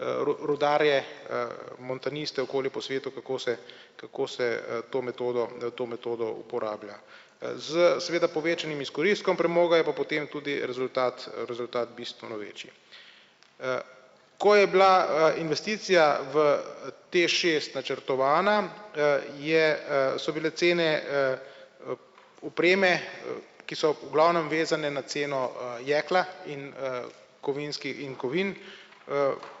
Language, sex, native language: Slovenian, male, Slovenian